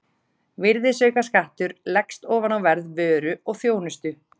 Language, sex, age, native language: Icelandic, female, 30-39, Icelandic